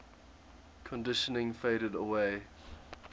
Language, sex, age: English, male, 21